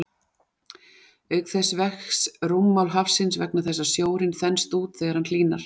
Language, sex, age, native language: Icelandic, female, 40-49, Icelandic